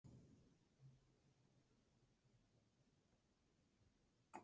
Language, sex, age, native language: Icelandic, female, 10, Icelandic